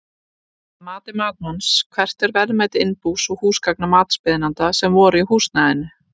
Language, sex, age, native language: Icelandic, female, 30-39, Icelandic